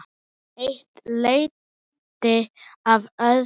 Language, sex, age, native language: Icelandic, male, 8, Icelandic